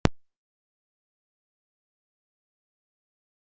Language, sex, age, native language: Icelandic, female, 40-49, Icelandic